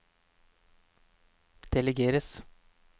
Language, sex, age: Norwegian, male, 31